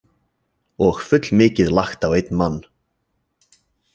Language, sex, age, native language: Icelandic, male, 20-29, Icelandic